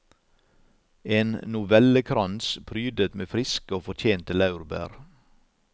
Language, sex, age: Norwegian, male, 56